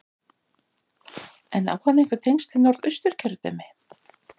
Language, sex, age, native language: Icelandic, female, 40-49, Icelandic